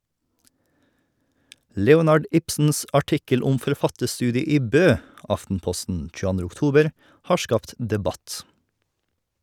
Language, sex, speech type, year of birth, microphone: Norwegian, male, read, 1989, Shure